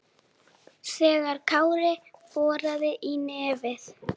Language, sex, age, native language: Icelandic, female, 7, Icelandic